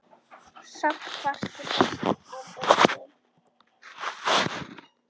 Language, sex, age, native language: Icelandic, female, 9, Icelandic